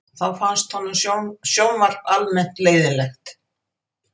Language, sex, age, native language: Icelandic, female, 80-89, Icelandic